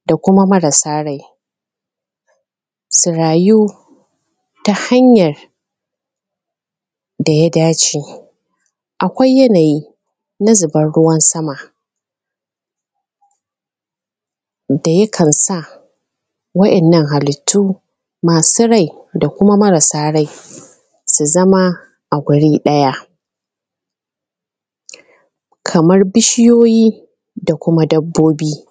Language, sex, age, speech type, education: Hausa, female, 30-45, spontaneous, secondary